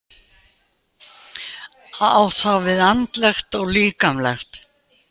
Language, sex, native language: Icelandic, female, Icelandic